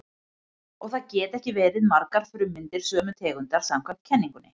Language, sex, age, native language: Icelandic, female, 50-59, Icelandic